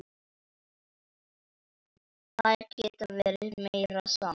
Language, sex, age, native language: Icelandic, female, 9, Icelandic